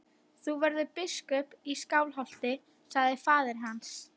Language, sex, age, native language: Icelandic, female, 60-69, Icelandic